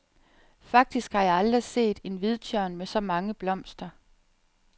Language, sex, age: Danish, female, 37